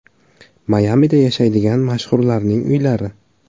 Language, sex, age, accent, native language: Uzbek, male, 18-24, Samarqand, Uzbek